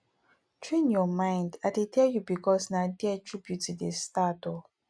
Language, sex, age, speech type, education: Nigerian Pidgin, female, 15-29, spontaneous, tertiary